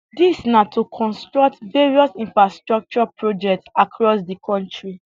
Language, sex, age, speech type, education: Nigerian Pidgin, female, 15-29, spontaneous, tertiary